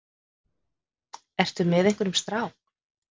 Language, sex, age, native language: Icelandic, female, 50-59, Icelandic